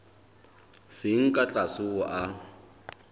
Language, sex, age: Southern Sotho, male, 26